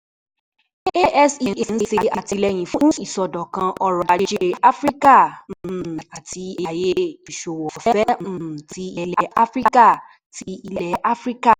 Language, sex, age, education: Yoruba, female, 15-29, tertiary